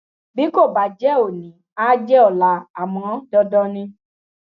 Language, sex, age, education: Yoruba, female, 15-29, tertiary